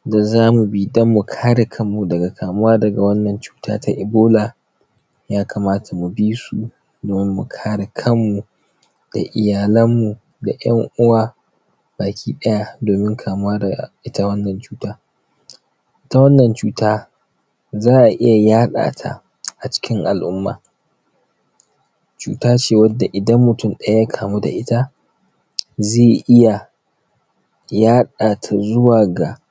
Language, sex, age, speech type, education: Hausa, male, 15-29, spontaneous, tertiary